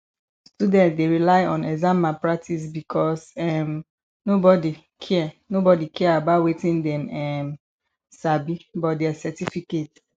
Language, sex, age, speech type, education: Nigerian Pidgin, female, 15-29, spontaneous, tertiary